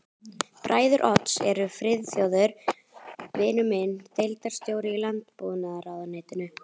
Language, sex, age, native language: Icelandic, female, 12, Icelandic